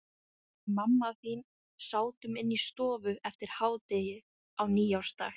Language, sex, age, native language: Icelandic, female, 20-29, Icelandic